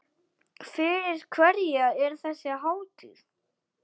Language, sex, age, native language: Icelandic, male, 8, Icelandic